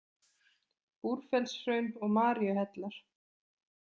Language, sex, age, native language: Icelandic, female, 20-29, Icelandic